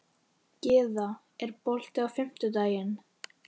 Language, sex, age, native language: Icelandic, male, 13, Icelandic